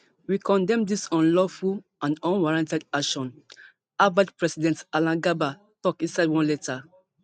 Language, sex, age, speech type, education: Nigerian Pidgin, female, 15-29, spontaneous, tertiary